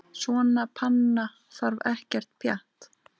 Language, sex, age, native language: Icelandic, female, 8, Icelandic